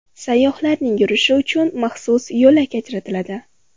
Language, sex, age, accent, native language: Uzbek, female, 18-24, Farg'ona, Uzbek